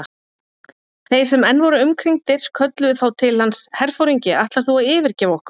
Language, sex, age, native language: Icelandic, female, 40-49, Icelandic